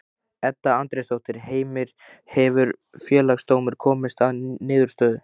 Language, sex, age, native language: Icelandic, male, 15, Icelandic